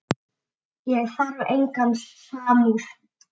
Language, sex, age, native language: Icelandic, male, 7, Icelandic